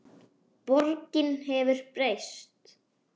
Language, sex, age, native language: Icelandic, male, 10, Icelandic